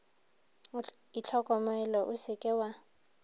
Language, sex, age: Northern Sotho, female, 23